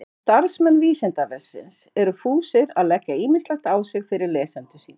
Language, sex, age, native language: Icelandic, female, 50-59, Icelandic